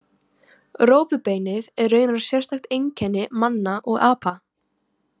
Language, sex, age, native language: Icelandic, female, 18-19, Icelandic